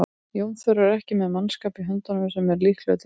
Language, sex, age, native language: Icelandic, female, 30-39, Icelandic